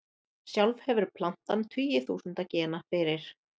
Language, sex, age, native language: Icelandic, female, 30-39, Icelandic